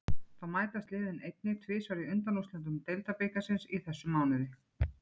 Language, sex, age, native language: Icelandic, female, 40-49, Icelandic